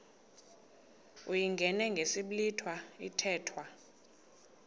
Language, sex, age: Xhosa, female, 22